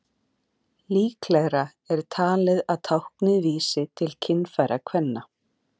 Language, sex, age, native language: Icelandic, female, 40-49, Icelandic